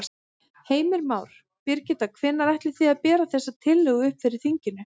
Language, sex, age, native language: Icelandic, female, 30-39, Icelandic